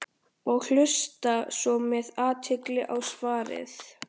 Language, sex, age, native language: Icelandic, male, 13, Icelandic